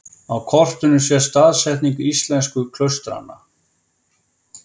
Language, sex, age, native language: Icelandic, male, 50-59, Icelandic